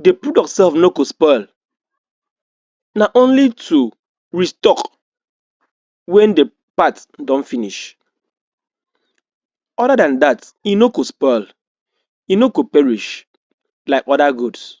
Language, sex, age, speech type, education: Nigerian Pidgin, male, 60+, spontaneous, tertiary